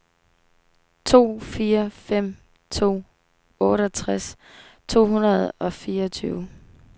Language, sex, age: Danish, female, 18